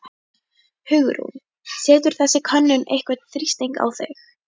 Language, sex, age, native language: Icelandic, female, 11, Icelandic